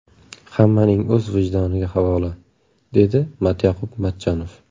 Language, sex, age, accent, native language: Uzbek, male, 18-24, Surxondaryo, Uzbek